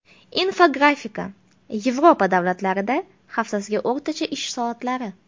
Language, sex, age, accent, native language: Uzbek, female, 25-34, Farg'ona, Uzbek